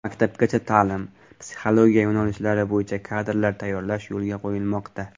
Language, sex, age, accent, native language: Uzbek, male, 18-24, Farg'ona, Uzbek